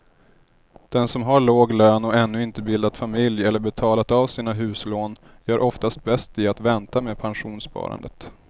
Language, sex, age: Swedish, male, 30